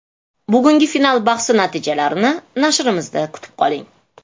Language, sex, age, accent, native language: Uzbek, female, 35+, Toshkent shahri, Uzbek